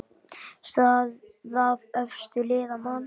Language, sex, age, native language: Icelandic, male, 10, Icelandic